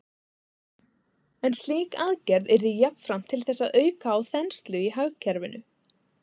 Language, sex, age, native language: Icelandic, female, 20-29, Icelandic